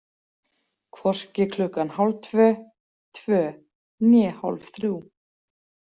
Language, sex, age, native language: Icelandic, female, 40-49, Icelandic